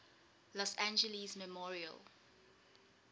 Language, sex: English, female